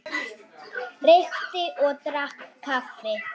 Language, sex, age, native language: Icelandic, female, 9, Icelandic